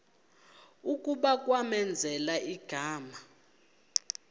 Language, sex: Xhosa, female